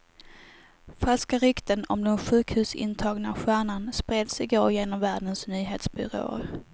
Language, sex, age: Swedish, female, 18